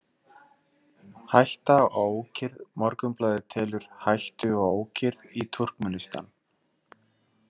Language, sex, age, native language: Icelandic, male, 30-39, Icelandic